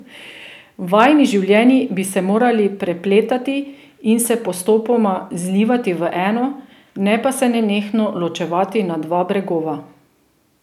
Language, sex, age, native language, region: Slovenian, female, 30-49, Slovenian, Drava region